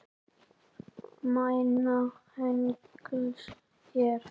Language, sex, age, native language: Icelandic, male, 10, Icelandic